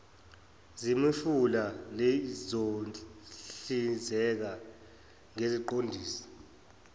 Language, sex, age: Zulu, male, 24